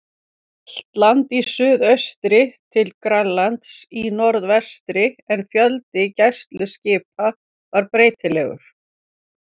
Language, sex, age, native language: Icelandic, female, 50-59, Icelandic